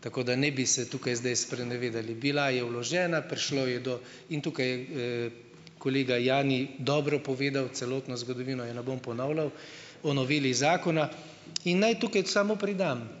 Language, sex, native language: Slovenian, male, Slovenian